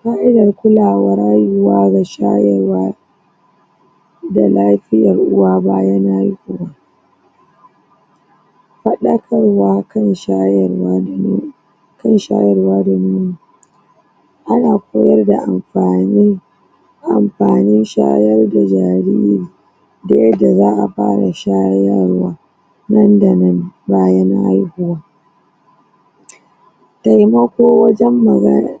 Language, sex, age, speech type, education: Hausa, female, 30-45, spontaneous, tertiary